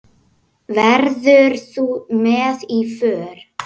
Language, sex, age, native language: Icelandic, male, 9, Icelandic